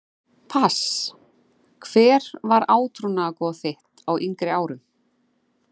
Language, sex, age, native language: Icelandic, female, 40-49, Icelandic